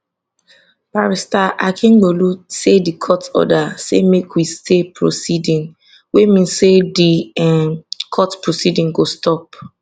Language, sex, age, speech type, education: Nigerian Pidgin, female, 15-29, spontaneous, tertiary